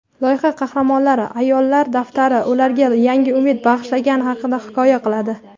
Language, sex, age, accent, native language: Uzbek, female, 18-24, Qashqadaryo, Uzbek